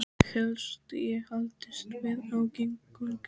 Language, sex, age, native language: Icelandic, male, 12, Icelandic